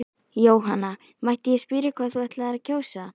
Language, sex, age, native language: Icelandic, female, 12, Icelandic